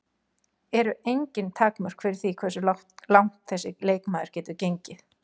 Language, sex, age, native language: Icelandic, female, 40-49, Icelandic